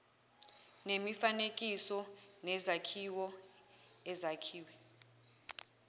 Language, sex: Zulu, female